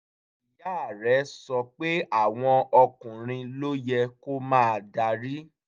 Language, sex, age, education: Yoruba, male, 15-29, tertiary